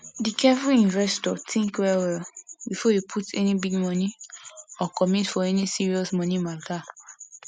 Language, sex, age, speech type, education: Nigerian Pidgin, female, 15-29, spontaneous, secondary